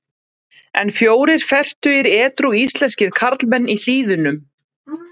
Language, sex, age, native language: Icelandic, female, 30-39, Icelandic